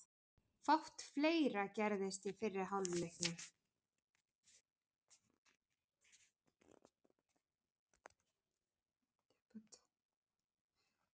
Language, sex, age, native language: Icelandic, female, 40-49, Icelandic